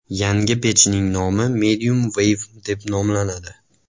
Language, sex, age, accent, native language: Uzbek, male, 18-24, Andijon, Uzbek